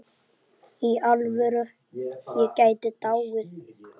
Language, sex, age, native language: Icelandic, female, 8, Icelandic